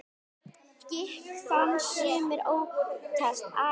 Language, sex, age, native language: Icelandic, female, 10, Icelandic